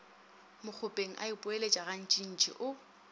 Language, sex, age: Northern Sotho, female, 27